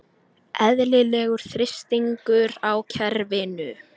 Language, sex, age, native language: Icelandic, female, 18-19, Icelandic